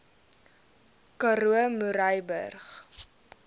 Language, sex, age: Afrikaans, female, 19